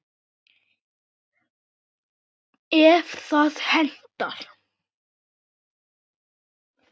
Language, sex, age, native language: Icelandic, male, 9, Icelandic